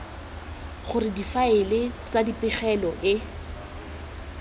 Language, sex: Tswana, female